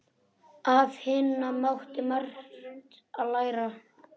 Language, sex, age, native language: Icelandic, male, 9, Icelandic